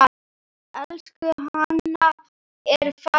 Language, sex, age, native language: Icelandic, male, 10, Icelandic